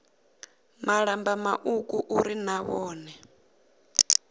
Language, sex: Venda, female